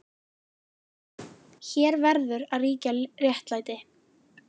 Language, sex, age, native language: Icelandic, female, 11, Icelandic